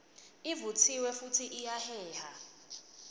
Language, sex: Swati, female